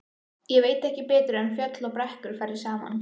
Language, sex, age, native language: Icelandic, female, 14, Icelandic